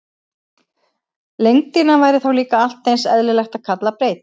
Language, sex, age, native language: Icelandic, female, 50-59, Icelandic